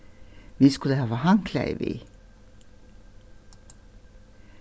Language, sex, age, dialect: Faroese, female, 61+, Suðurstreymoy